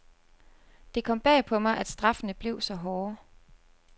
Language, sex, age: Danish, female, 29